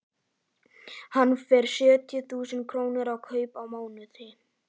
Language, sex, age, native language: Icelandic, male, 11, Icelandic